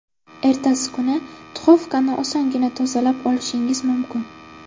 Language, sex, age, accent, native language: Uzbek, female, 12-17, Navoiy, Uzbek